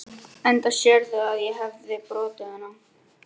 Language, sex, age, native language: Icelandic, male, 11, Icelandic